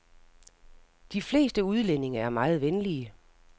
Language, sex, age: Danish, female, 60